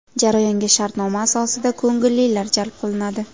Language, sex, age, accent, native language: Uzbek, female, 18-24, Jizzax, Uzbek